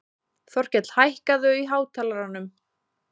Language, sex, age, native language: Icelandic, female, 20-29, Icelandic